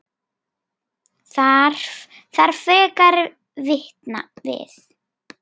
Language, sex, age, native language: Icelandic, female, 10, Icelandic